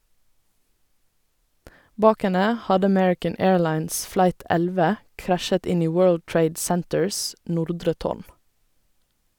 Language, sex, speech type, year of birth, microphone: Norwegian, female, read, 1985, Sennheiser